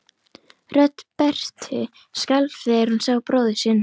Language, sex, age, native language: Icelandic, female, 11, Icelandic